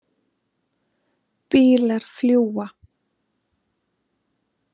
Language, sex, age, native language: Icelandic, female, 30-39, Icelandic